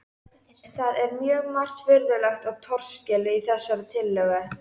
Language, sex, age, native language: Icelandic, male, 13, Icelandic